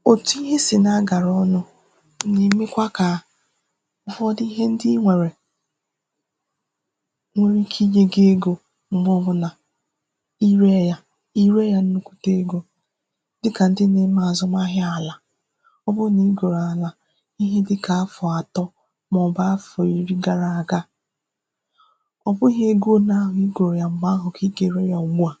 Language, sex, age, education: Igbo, female, 15-29, tertiary